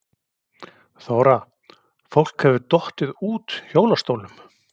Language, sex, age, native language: Icelandic, male, 40-49, Icelandic